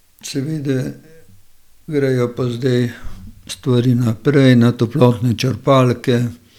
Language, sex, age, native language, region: Slovenian, male, 60+, Slovenian, Gorenjska region